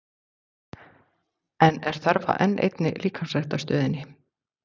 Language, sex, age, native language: Icelandic, female, 40-49, Icelandic